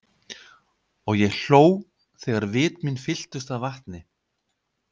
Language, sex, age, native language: Icelandic, male, 50-59, Icelandic